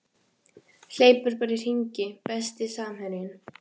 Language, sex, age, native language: Icelandic, female, 14, Icelandic